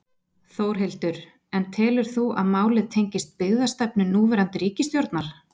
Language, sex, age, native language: Icelandic, female, 20-29, Icelandic